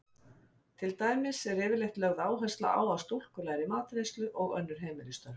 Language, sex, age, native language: Icelandic, female, 50-59, Icelandic